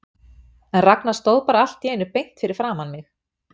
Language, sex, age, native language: Icelandic, female, 50-59, Icelandic